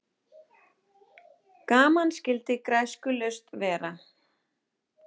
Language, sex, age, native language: Icelandic, female, 30-39, Icelandic